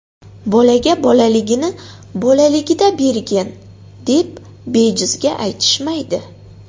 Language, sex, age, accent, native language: Uzbek, female, 18-24, Xorazm, Uzbek